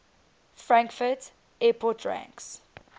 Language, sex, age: English, female, 19